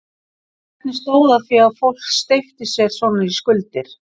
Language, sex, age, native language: Icelandic, female, 60-69, Icelandic